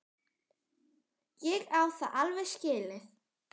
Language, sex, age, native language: Icelandic, female, 10, Icelandic